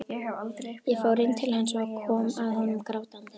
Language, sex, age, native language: Icelandic, female, 12, Icelandic